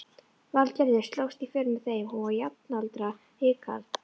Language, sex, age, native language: Icelandic, female, 11, Icelandic